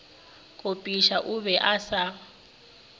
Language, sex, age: Northern Sotho, female, 23